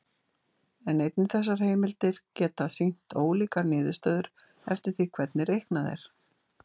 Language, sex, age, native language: Icelandic, female, 60-69, Icelandic